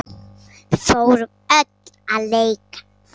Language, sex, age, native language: Icelandic, male, 8, Icelandic